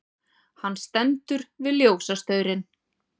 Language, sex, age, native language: Icelandic, female, 40-49, Icelandic